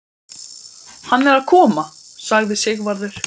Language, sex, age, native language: Icelandic, male, 12, Icelandic